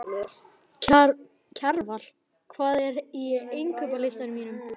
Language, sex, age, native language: Icelandic, male, 11, Icelandic